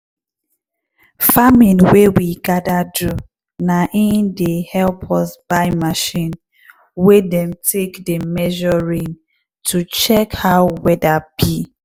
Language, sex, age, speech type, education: Nigerian Pidgin, female, 15-29, spontaneous, tertiary